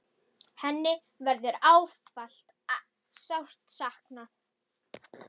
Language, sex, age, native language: Icelandic, female, 10, Icelandic